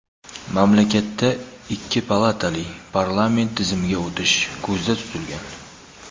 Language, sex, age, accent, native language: Uzbek, male, 19-29, Toshkent viloyati, Uzbek